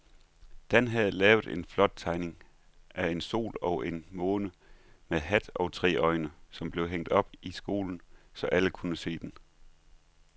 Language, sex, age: Danish, male, 39